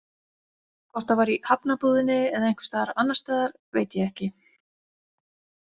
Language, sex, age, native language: Icelandic, female, 40-49, Icelandic